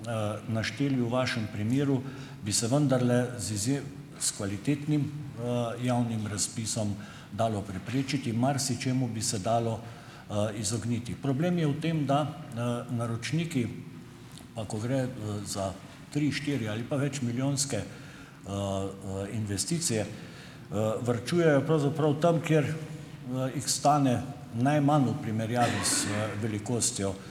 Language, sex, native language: Slovenian, male, Slovenian